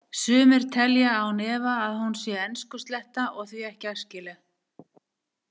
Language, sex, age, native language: Icelandic, female, 60-69, Icelandic